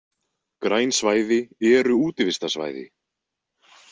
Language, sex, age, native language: Icelandic, male, 20-29, Icelandic